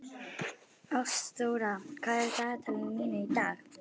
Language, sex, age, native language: Icelandic, female, 50-59, Icelandic